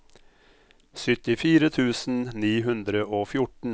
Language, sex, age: Norwegian, male, 57